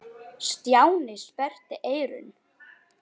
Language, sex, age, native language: Icelandic, male, 9, Icelandic